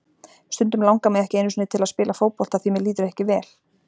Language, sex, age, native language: Icelandic, female, 40-49, Icelandic